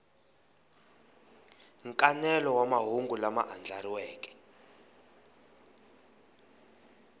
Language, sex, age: Tsonga, male, 20